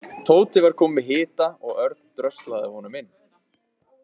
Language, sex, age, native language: Icelandic, male, 20-29, Icelandic